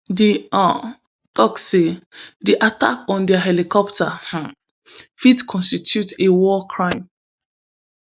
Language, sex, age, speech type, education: Nigerian Pidgin, female, 15-29, spontaneous, tertiary